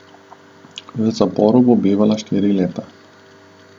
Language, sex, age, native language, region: Slovenian, male, 30-49, Slovenian, Southeast Slovenia